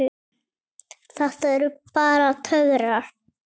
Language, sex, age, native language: Icelandic, male, 7, Icelandic